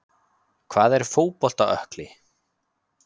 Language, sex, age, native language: Icelandic, male, 20-29, Icelandic